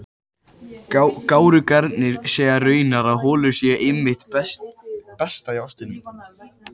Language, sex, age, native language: Icelandic, male, 18-19, Icelandic